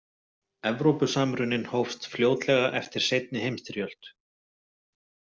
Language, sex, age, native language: Icelandic, male, 40-49, Icelandic